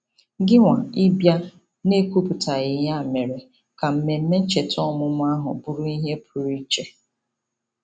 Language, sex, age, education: Igbo, female, 30-45, tertiary